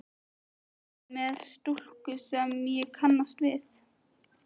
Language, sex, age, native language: Icelandic, female, 13, Icelandic